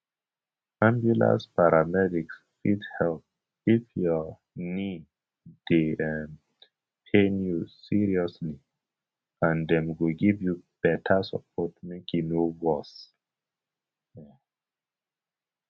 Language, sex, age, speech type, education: Nigerian Pidgin, male, 15-29, spontaneous, tertiary